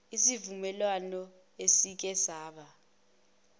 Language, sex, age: Zulu, female, 21